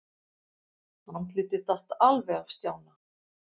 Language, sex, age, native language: Icelandic, female, 50-59, Icelandic